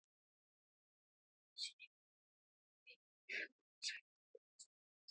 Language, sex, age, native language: Icelandic, male, 12, Icelandic